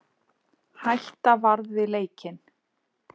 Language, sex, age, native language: Icelandic, female, 40-49, Icelandic